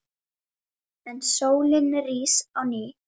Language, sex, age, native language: Icelandic, female, 10, Icelandic